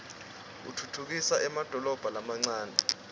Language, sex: Swati, male